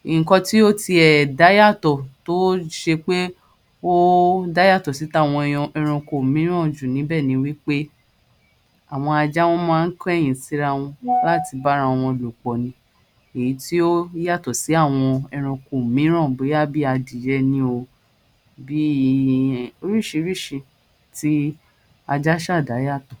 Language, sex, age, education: Yoruba, female, 30-45, tertiary